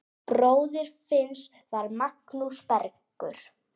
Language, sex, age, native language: Icelandic, female, 8, Icelandic